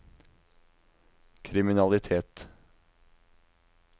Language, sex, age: Norwegian, male, 19